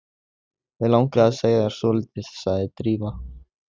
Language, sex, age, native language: Icelandic, male, 16, Icelandic